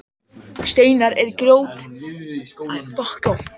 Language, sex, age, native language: Icelandic, male, 18-19, Icelandic